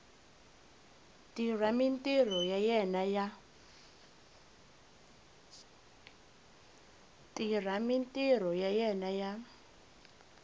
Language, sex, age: Tsonga, female, 20